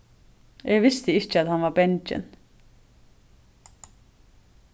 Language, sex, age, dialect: Faroese, female, 36-60, Suðurstreymoy